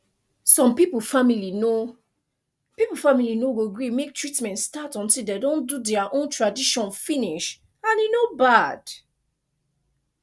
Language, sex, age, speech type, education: Nigerian Pidgin, female, 15-29, spontaneous, tertiary